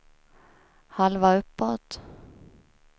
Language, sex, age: Swedish, female, 23